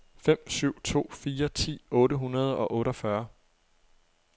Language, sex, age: Danish, male, 23